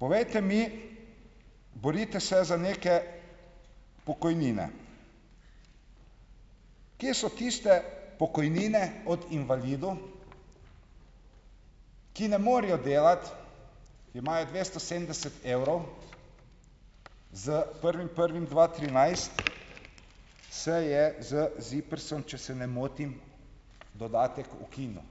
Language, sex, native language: Slovenian, male, Slovenian